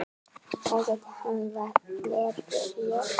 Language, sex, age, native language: Icelandic, female, 9, Icelandic